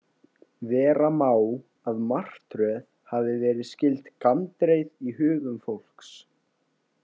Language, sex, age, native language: Icelandic, male, 18-19, Icelandic